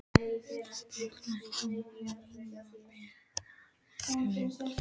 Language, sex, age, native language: Icelandic, male, 12, Icelandic